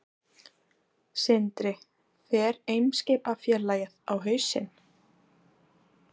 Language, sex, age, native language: Icelandic, female, 20-29, Icelandic